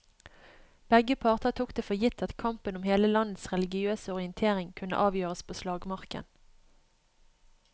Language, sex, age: Norwegian, female, 31